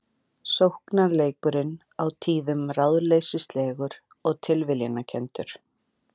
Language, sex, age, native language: Icelandic, female, 40-49, Icelandic